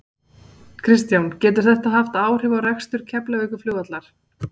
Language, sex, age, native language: Icelandic, female, 40-49, Icelandic